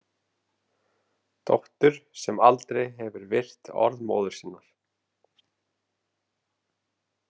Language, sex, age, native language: Icelandic, male, 30-39, Icelandic